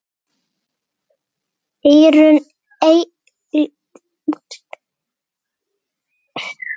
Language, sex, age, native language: Icelandic, female, 8, Icelandic